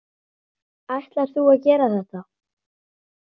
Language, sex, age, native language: Icelandic, male, 9, Icelandic